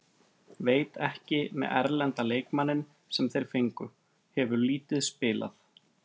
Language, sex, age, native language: Icelandic, male, 30-39, Icelandic